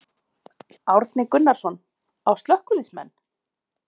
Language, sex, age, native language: Icelandic, female, 40-49, Icelandic